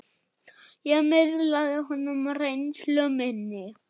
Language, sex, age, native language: Icelandic, male, 8, German